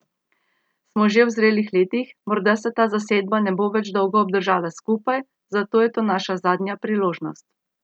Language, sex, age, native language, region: Slovenian, female, 30-49, Slovenian, Central Slovenia